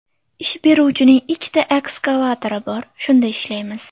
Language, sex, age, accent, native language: Uzbek, female, under 19, Sirdaryo, Uzbek